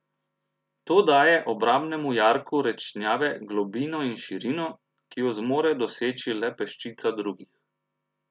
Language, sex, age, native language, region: Slovenian, male, 30-49, Slovenian, Central Slovenia